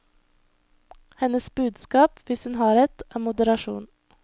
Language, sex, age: Norwegian, female, 21